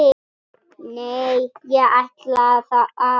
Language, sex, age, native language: Icelandic, female, 10, Icelandic